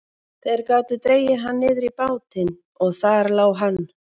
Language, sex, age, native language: Icelandic, female, 40-49, Icelandic